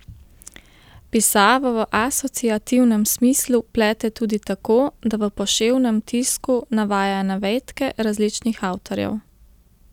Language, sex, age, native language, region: Slovenian, female, 30-49, Slovenian, Central Slovenia